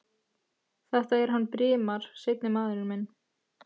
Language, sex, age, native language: Icelandic, female, 14, Icelandic